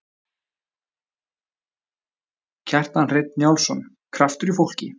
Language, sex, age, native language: Icelandic, male, 20-29, Icelandic